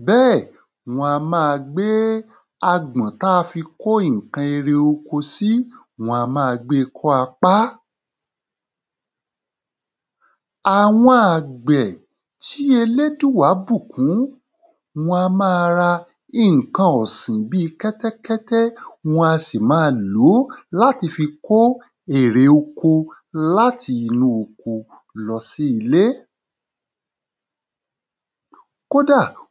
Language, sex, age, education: Yoruba, male, 30-45, tertiary